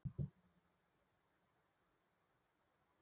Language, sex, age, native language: Icelandic, female, 40-49, Icelandic